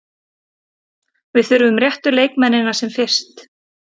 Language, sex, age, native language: Icelandic, female, 30-39, Icelandic